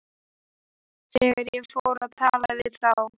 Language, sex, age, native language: Icelandic, male, 12, Icelandic